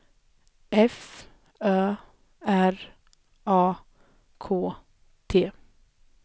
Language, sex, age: Swedish, female, 20